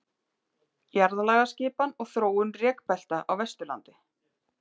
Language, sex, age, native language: Icelandic, female, 30-39, Icelandic